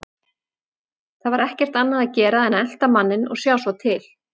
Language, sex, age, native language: Icelandic, female, 40-49, Icelandic